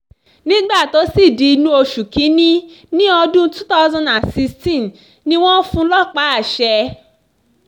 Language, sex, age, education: Yoruba, female, 15-29, tertiary